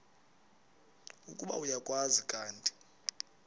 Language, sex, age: Xhosa, male, 20